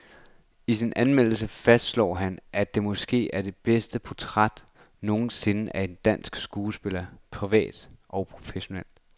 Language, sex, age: Danish, male, 26